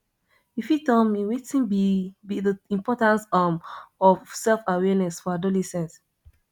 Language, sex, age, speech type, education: Nigerian Pidgin, female, 15-29, spontaneous, tertiary